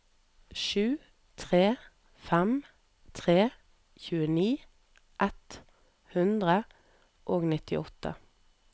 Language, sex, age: Norwegian, female, 38